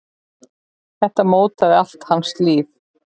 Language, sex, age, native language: Icelandic, male, 10, Icelandic